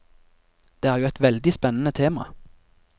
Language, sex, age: Norwegian, male, 24